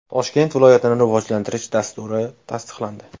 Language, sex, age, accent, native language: Uzbek, male, 25-34, Jizzax, Uzbek